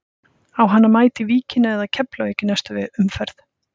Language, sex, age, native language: Icelandic, female, 50-59, Icelandic